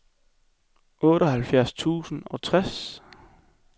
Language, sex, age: Danish, male, 21